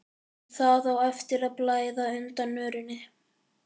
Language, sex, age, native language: Icelandic, male, 11, Icelandic